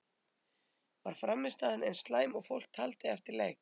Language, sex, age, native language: Icelandic, female, 30-39, Icelandic